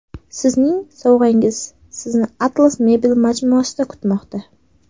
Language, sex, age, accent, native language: Uzbek, female, 18-24, Sirdaryo, Uzbek